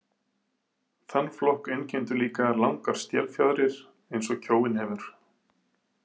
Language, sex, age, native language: Icelandic, male, 40-49, Icelandic